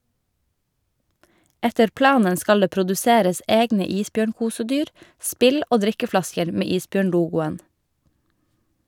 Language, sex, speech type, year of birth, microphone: Norwegian, female, read, 1989, Shure